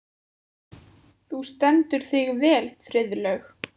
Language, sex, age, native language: Icelandic, female, 14, Icelandic